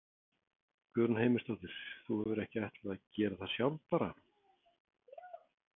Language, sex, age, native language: Icelandic, male, 40-49, Icelandic